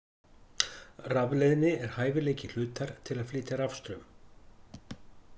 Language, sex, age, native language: Icelandic, male, 50-59, Icelandic